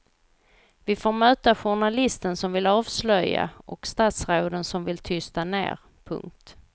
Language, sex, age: Swedish, female, 38